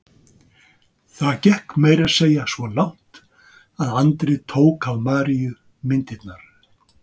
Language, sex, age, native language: Icelandic, male, 60-69, Icelandic